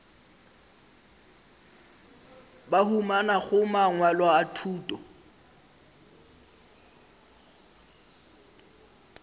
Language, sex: Northern Sotho, male